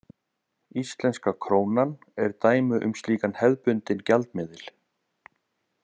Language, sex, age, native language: Icelandic, male, 30-39, Icelandic